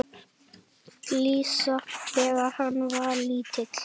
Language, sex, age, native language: Icelandic, male, 8, Icelandic